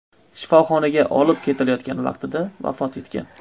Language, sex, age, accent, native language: Uzbek, male, 25-34, Andijon, Uzbek